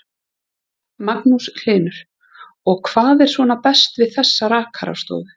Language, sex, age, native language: Icelandic, female, 30-39, Icelandic